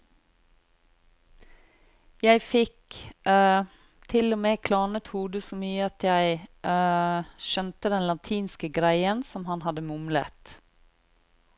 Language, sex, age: Norwegian, female, 40